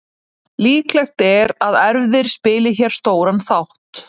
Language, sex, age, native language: Icelandic, female, 30-39, Icelandic